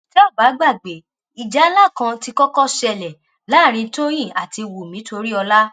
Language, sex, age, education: Yoruba, female, 15-29, tertiary